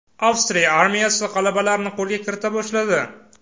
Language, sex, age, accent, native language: Uzbek, male, 18-24, Samarqand, Uzbek